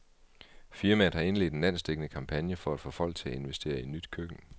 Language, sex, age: Danish, male, 38